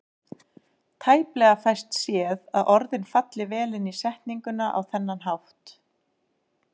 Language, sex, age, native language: Icelandic, female, 30-39, Icelandic